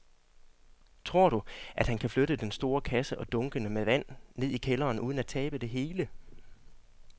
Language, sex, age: Danish, male, 40